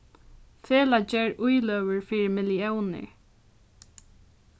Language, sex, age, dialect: Faroese, female, 15-35, Norðurstreymoy/Eysturoy